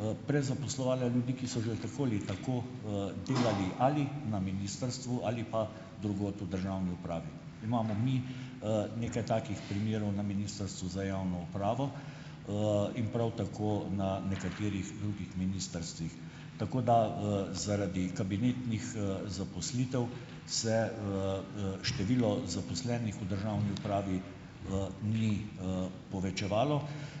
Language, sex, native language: Slovenian, male, Slovenian